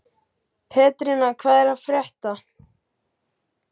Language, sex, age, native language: Icelandic, male, 12, Icelandic